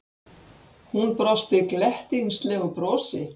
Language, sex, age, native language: Icelandic, female, 60-69, Icelandic